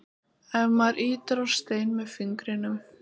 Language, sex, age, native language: Icelandic, female, 18-19, Icelandic